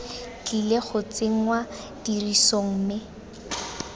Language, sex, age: Tswana, female, 18